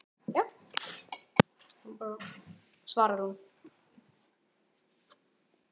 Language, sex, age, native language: Icelandic, male, 10, Icelandic